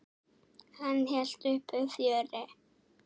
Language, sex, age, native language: Icelandic, female, 6, Icelandic